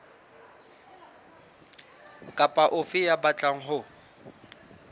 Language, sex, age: Southern Sotho, male, 24